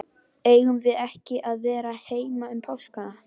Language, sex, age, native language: Icelandic, female, 11, Icelandic